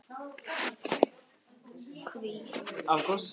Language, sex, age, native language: Icelandic, male, 12, Icelandic